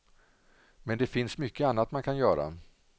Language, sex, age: Swedish, male, 47